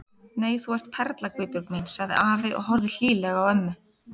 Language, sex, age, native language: Icelandic, female, 30-39, Icelandic